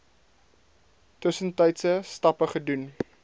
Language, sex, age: Afrikaans, male, 22